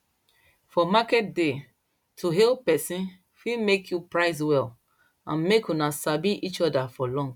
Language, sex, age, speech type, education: Nigerian Pidgin, female, 30-45, spontaneous, tertiary